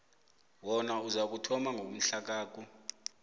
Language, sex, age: South Ndebele, male, 25